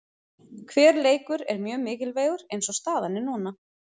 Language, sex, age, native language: Icelandic, female, 30-39, Icelandic